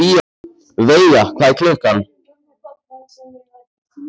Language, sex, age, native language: Icelandic, male, 14, Icelandic